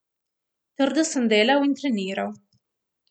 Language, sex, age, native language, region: Slovenian, female, 18-29, Slovenian, Primorsko-notranjska region